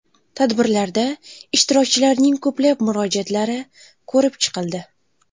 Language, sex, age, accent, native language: Uzbek, female, 18-24, Buxoro, Uzbek